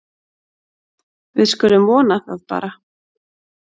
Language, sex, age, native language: Icelandic, female, 30-39, Icelandic